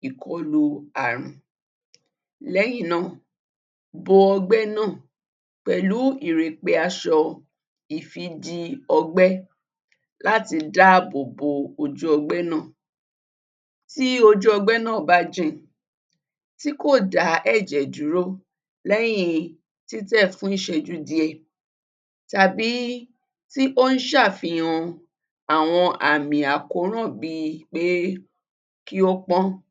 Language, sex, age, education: Yoruba, female, 30-45, tertiary